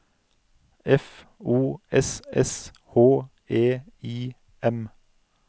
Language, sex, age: Norwegian, male, 49